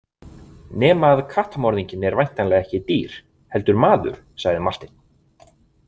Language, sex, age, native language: Icelandic, male, 20-29, Icelandic